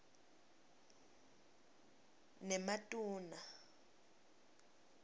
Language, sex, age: Swati, female, 21